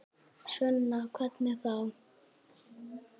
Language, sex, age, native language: Icelandic, male, 10, Icelandic